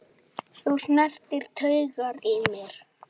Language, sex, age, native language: Icelandic, male, 9, Icelandic